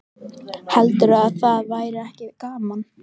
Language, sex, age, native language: Icelandic, female, 13, Icelandic